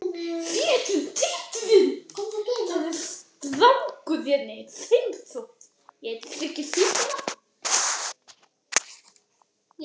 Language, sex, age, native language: Icelandic, other, 18-19, Icelandic